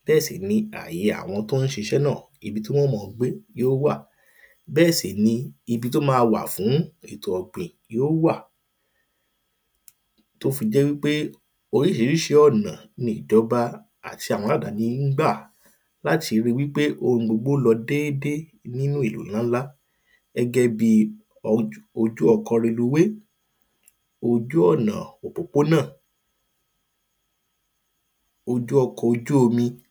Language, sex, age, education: Yoruba, male, 30-45, primary